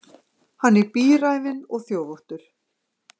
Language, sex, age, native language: Icelandic, female, 40-49, Icelandic